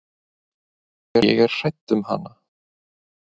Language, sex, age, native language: Icelandic, male, 20-29, Icelandic